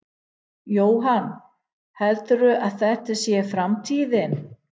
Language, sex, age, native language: Icelandic, female, 50-59, English